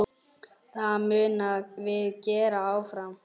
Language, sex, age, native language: Icelandic, male, 9, Icelandic